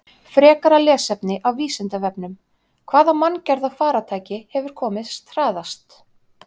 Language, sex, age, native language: Icelandic, female, 30-39, Icelandic